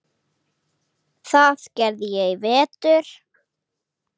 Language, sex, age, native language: Icelandic, female, 8, Icelandic